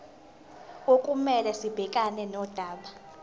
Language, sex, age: Zulu, female, 19